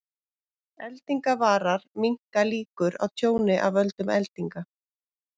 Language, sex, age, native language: Icelandic, female, 30-39, Icelandic